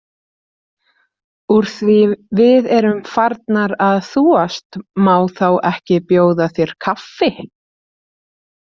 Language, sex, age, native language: Icelandic, female, 30-39, Icelandic